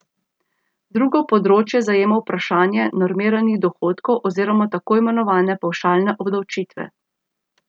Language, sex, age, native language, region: Slovenian, female, 30-49, Slovenian, Central Slovenia